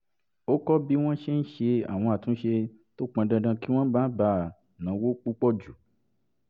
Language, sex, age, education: Yoruba, male, 30-45, tertiary